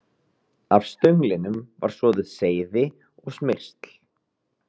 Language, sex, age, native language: Icelandic, male, 30-39, Icelandic